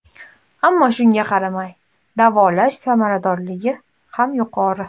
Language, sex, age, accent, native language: Uzbek, female, 18-24, Andijon, Uzbek